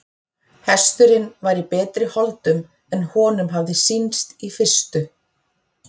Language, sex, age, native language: Icelandic, female, 40-49, Icelandic